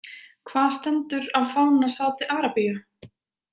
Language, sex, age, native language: Icelandic, female, 20-29, Icelandic